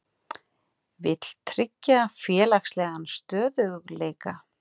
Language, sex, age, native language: Icelandic, female, 40-49, Icelandic